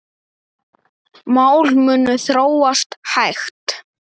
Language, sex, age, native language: Icelandic, male, 9, Icelandic